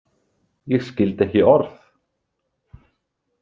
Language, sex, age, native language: Icelandic, male, 30-39, Icelandic